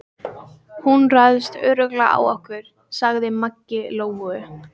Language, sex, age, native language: Icelandic, female, 15, Icelandic